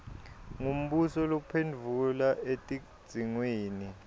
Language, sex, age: Swati, male, 22